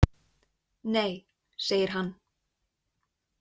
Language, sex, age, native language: Icelandic, female, 20-29, Icelandic